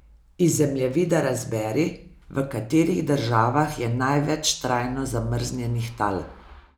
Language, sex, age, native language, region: Slovenian, female, 50-59, Slovenian, Savinja region